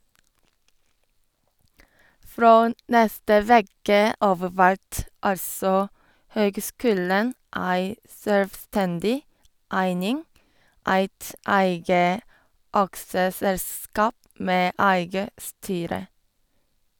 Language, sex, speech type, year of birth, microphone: Norwegian, female, read, 1989, Sennheiser